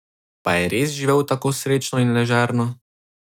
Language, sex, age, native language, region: Slovenian, male, 18-29, Slovenian, Drava region